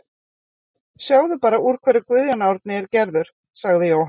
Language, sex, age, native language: Icelandic, female, 40-49, Icelandic